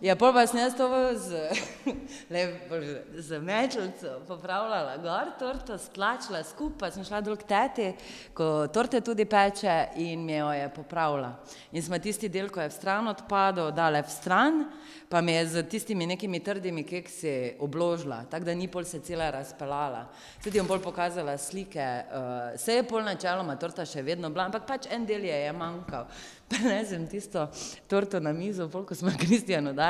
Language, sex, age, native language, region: Slovenian, female, 30-49, Slovenian, Drava region